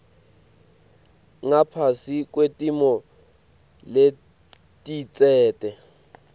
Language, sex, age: Swati, male, 18